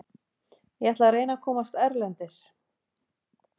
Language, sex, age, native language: Icelandic, female, 50-59, Icelandic